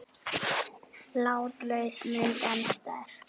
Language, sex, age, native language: Icelandic, female, 9, Icelandic